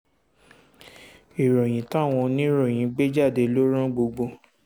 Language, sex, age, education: Yoruba, male, 15-29, secondary